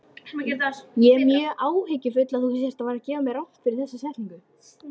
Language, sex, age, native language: Icelandic, female, 13, Icelandic